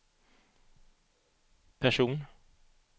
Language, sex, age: Swedish, male, 38